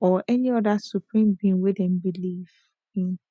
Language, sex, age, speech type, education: Nigerian Pidgin, female, 15-29, spontaneous, tertiary